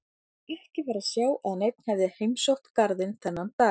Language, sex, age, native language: Icelandic, female, 30-39, Icelandic